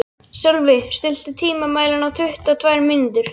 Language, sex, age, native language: Icelandic, other, 12, Icelandic